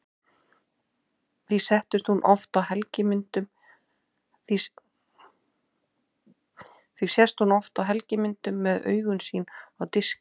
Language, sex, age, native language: Icelandic, female, 30-39, Icelandic